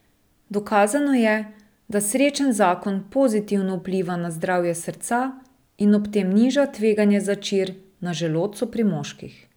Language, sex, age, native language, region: Slovenian, female, 30-49, Slovenian, Drava region